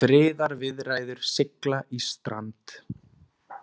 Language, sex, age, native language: Icelandic, male, 20-29, Icelandic